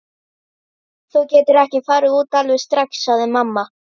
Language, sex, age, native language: Icelandic, female, 12, Icelandic